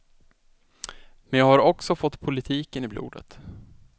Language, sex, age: Swedish, male, 20